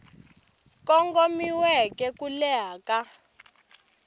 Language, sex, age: Tsonga, female, 18